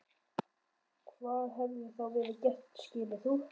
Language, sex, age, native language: Icelandic, male, 11, Icelandic